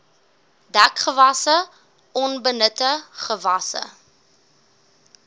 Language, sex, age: Afrikaans, female, 18